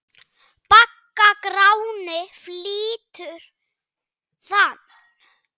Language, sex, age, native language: Icelandic, male, 7, Icelandic